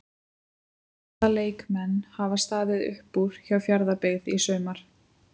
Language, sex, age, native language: Icelandic, female, 20-29, Icelandic